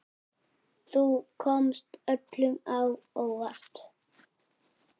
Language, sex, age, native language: Icelandic, female, 6, Icelandic